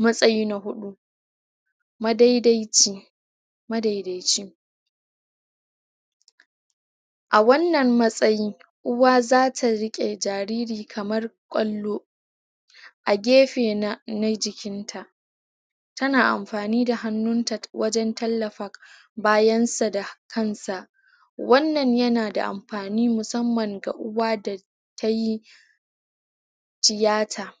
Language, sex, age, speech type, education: Hausa, female, 30-45, spontaneous, tertiary